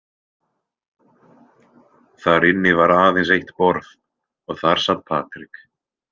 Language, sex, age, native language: Icelandic, male, 20-29, Icelandic